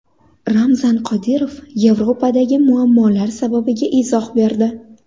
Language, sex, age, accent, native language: Uzbek, female, 19-29, Andijon, Uzbek